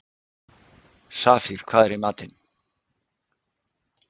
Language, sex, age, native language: Icelandic, male, 60-69, Icelandic